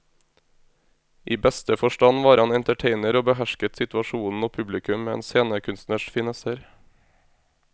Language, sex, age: Norwegian, male, 26